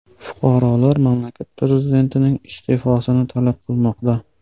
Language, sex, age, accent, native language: Uzbek, male, 18-24, Surxondaryo, Uzbek